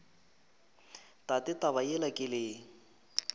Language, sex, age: Northern Sotho, male, 23